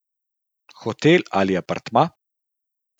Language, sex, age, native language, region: Slovenian, male, 30-49, Slovenian, Central Slovenia